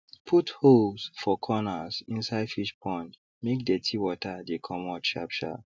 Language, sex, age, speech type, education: Nigerian Pidgin, male, 30-45, spontaneous, tertiary